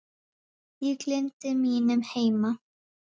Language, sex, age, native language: Icelandic, female, 10, Icelandic